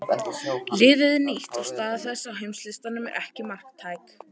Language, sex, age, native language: Icelandic, female, 18-19, Icelandic